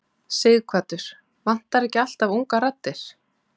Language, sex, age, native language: Icelandic, female, 30-39, Icelandic